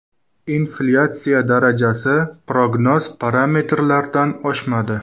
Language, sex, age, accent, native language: Uzbek, male, 19-29, Qashqadaryo, Uzbek